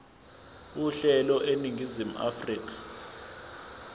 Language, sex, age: Zulu, male, 20